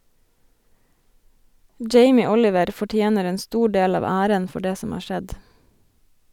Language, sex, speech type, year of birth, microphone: Norwegian, female, read, 1987, Sennheiser